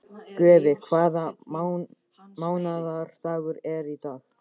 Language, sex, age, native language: Icelandic, male, 14, Icelandic